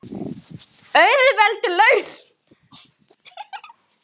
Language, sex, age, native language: Icelandic, male, 10, Icelandic